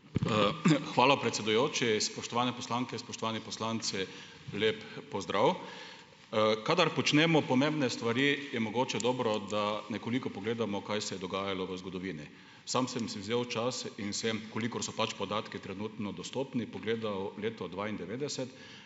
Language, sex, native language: Slovenian, male, Slovenian